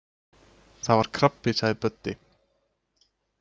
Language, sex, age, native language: Icelandic, male, 20-29, Icelandic